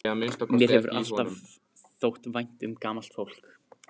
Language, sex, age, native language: Icelandic, male, 15, Icelandic